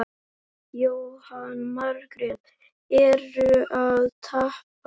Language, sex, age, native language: Icelandic, male, 10, Icelandic